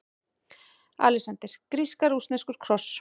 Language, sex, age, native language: Icelandic, female, 18-19, Icelandic